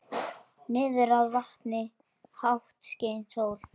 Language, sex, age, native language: Icelandic, male, 10, Icelandic